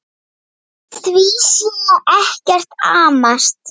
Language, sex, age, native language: Icelandic, male, 8, Icelandic